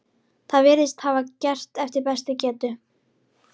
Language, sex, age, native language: Icelandic, female, 13, Icelandic